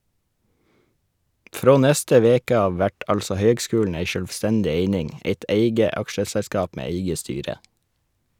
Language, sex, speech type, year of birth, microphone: Norwegian, male, read, 1981, Shure